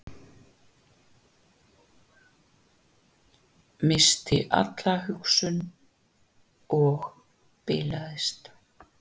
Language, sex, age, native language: Icelandic, female, 60-69, Icelandic